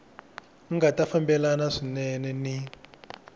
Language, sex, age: Tsonga, male, 21